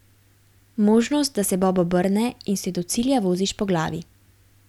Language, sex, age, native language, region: Slovenian, female, 18-29, Slovenian, Gorenjska region